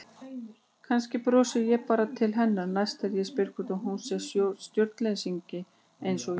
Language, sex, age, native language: Icelandic, female, 40-49, Icelandic